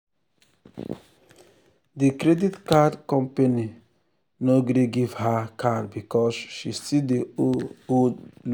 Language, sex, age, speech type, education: Nigerian Pidgin, male, 30-45, spontaneous, tertiary